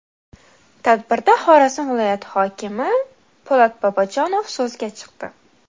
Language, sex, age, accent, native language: Uzbek, female, 18-24, Xorazm, Uzbek